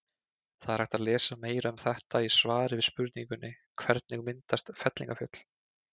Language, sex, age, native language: Icelandic, male, 20-29, Icelandic